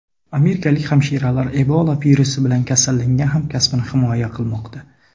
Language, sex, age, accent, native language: Uzbek, male, 30-39, Sirdaryo, Uzbek